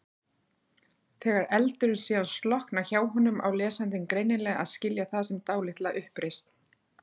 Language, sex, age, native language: Icelandic, female, 40-49, Icelandic